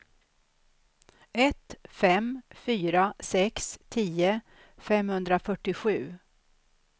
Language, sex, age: Swedish, female, 63